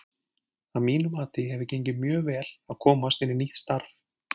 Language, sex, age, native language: Icelandic, male, 40-49, Icelandic